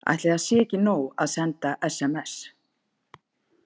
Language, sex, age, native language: Icelandic, female, 50-59, Icelandic